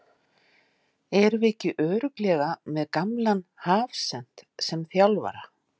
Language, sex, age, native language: Icelandic, female, 50-59, Icelandic